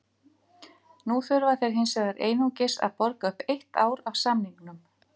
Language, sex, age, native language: Icelandic, female, 50-59, Icelandic